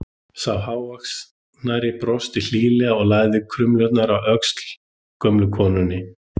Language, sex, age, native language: Icelandic, male, 30-39, Icelandic